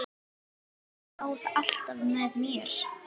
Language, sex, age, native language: Icelandic, female, 9, Icelandic